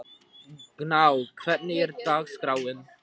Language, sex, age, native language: Icelandic, male, 12, Icelandic